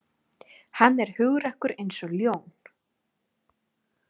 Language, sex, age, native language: Icelandic, female, 30-39, Icelandic